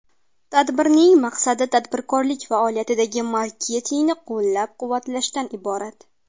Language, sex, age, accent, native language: Uzbek, female, 19-29, Qashqadaryo, Uzbek